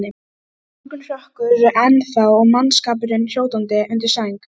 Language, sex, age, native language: Icelandic, female, 12, Icelandic